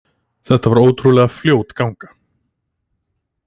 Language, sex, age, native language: Icelandic, male, 20-29, Icelandic